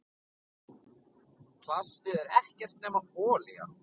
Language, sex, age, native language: Icelandic, male, 9, Icelandic